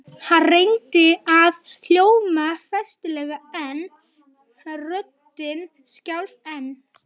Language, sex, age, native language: Icelandic, male, 11, Icelandic